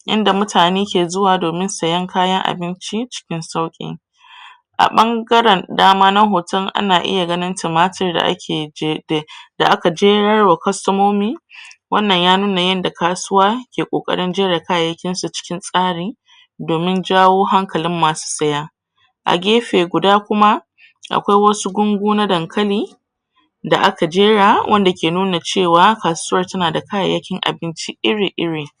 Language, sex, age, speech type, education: Hausa, female, 30-45, spontaneous, tertiary